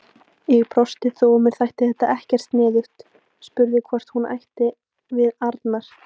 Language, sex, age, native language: Icelandic, female, 18-19, Icelandic